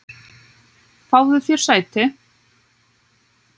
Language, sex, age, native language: Icelandic, female, 9, Icelandic